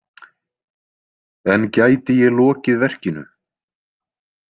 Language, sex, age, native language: Icelandic, male, 20-29, Icelandic